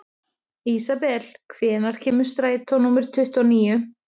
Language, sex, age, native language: Icelandic, female, 30-39, Icelandic